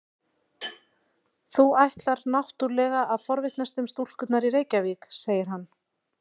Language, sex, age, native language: Icelandic, female, 40-49, Icelandic